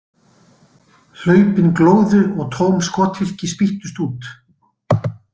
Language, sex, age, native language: Icelandic, male, 60-69, Icelandic